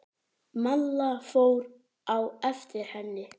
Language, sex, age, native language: Icelandic, male, 9, Icelandic